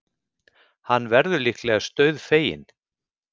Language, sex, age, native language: Icelandic, male, 50-59, Icelandic